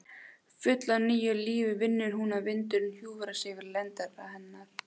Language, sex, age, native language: Icelandic, female, 16, Icelandic